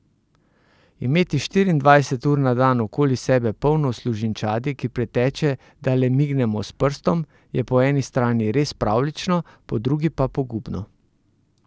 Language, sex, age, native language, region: Slovenian, male, 30-49, Slovenian, Central Slovenia